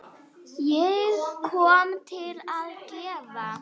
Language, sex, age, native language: Icelandic, female, 5, Icelandic